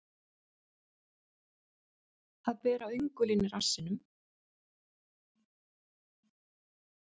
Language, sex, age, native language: Icelandic, female, 50-59, Icelandic